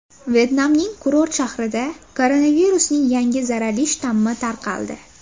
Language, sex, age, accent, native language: Uzbek, female, under 19, Farg'ona, Uzbek